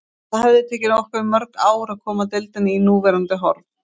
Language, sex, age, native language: Icelandic, female, 30-39, Icelandic